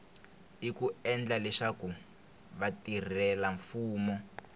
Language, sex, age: Tsonga, male, 21